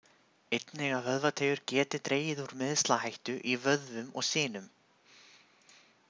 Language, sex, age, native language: Icelandic, male, 20-29, Icelandic